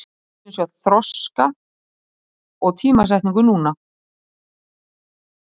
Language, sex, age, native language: Icelandic, female, 30-39, Icelandic